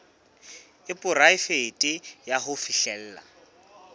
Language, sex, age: Southern Sotho, male, 26